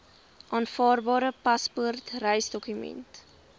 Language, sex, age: Afrikaans, female, 20